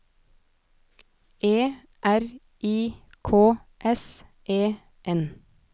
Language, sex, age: Norwegian, female, 29